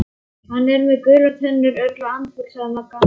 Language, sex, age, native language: Icelandic, male, 11, Icelandic